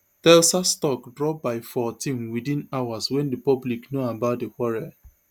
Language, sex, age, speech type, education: Nigerian Pidgin, male, 30-45, spontaneous, tertiary